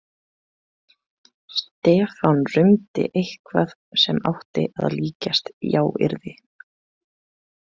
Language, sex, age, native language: Icelandic, female, 20-29, Icelandic